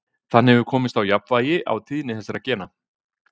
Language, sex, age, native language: Icelandic, male, 50-59, Icelandic